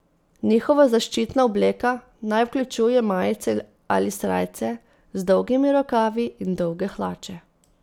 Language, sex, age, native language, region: Slovenian, female, 30-49, Slovenian, Posavska region